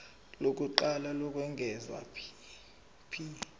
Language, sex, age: Zulu, male, 17